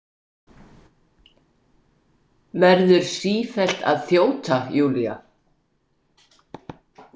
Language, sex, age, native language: Icelandic, female, 60-69, Icelandic